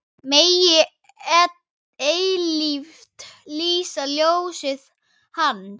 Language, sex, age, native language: Icelandic, female, 8, Icelandic